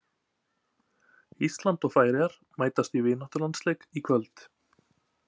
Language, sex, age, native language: Icelandic, male, 20-29, Icelandic